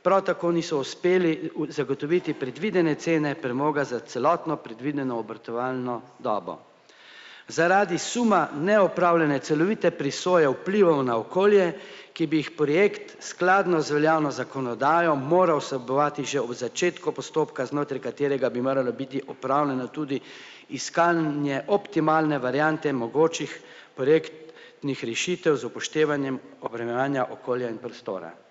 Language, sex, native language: Slovenian, male, Slovenian